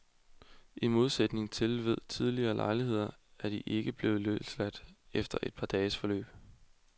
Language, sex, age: Danish, male, 20